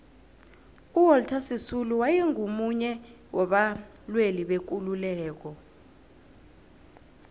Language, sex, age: South Ndebele, female, 18